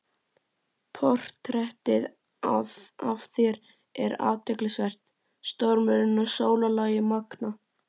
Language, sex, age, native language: Icelandic, male, 11, Icelandic